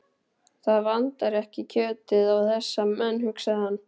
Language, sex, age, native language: Icelandic, male, 12, Icelandic